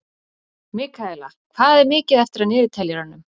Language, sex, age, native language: Icelandic, female, 40-49, Icelandic